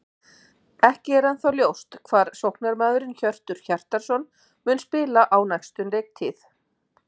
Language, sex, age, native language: Icelandic, female, 50-59, Icelandic